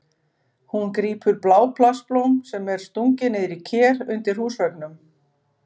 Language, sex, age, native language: Icelandic, female, 50-59, Icelandic